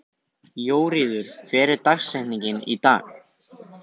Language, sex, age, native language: Icelandic, male, 18-19, Icelandic